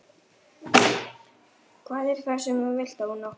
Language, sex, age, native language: Icelandic, male, 11, Icelandic